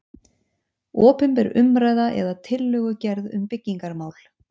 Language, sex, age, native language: Icelandic, female, 50-59, Icelandic